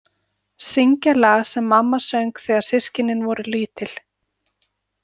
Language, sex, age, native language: Icelandic, female, 40-49, Icelandic